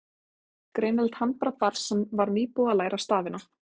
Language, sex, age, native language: Icelandic, female, 20-29, Icelandic